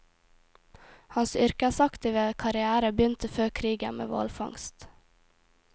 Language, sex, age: Norwegian, female, 18